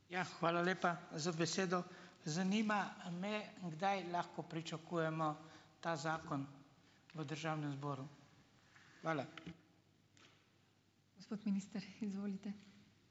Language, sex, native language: Slovenian, male, Slovenian